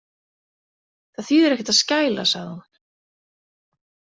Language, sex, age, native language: Icelandic, female, 40-49, Icelandic